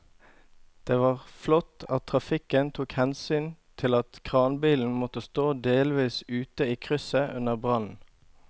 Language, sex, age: Norwegian, male, 25